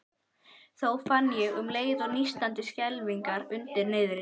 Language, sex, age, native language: Icelandic, female, 11, Icelandic